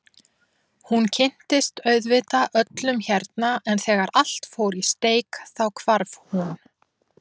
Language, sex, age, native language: Icelandic, female, 40-49, Icelandic